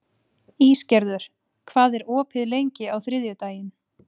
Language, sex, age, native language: Icelandic, female, 30-39, Icelandic